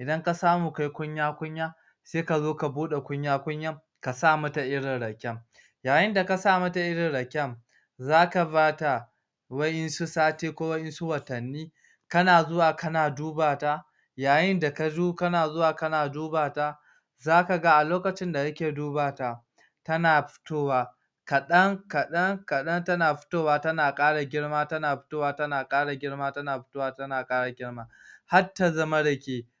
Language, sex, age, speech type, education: Hausa, male, 46-60, spontaneous, tertiary